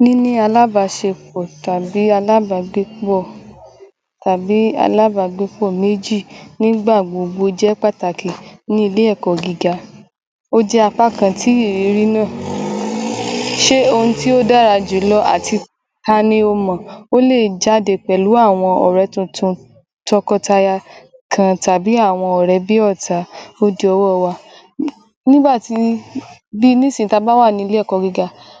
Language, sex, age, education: Yoruba, male, 15-29, tertiary